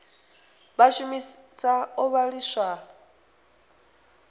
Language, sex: Venda, female